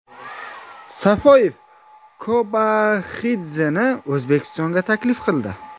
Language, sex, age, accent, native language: Uzbek, male, 18-24, Buxoro, Uzbek